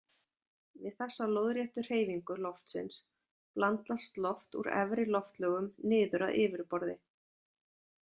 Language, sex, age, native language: Icelandic, female, 40-49, Icelandic